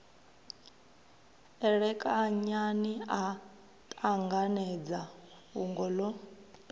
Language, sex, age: Venda, female, 23